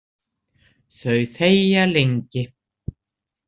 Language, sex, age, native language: Icelandic, female, 60-69, Icelandic